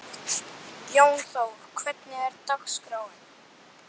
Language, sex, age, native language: Icelandic, male, 11, Icelandic